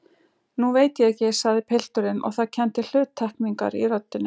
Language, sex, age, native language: Icelandic, female, 60-69, Icelandic